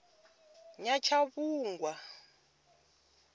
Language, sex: Venda, female